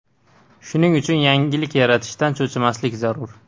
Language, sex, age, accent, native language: Uzbek, male, 18-24, Andijon, Uzbek